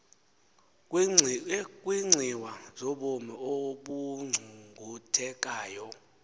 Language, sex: Xhosa, male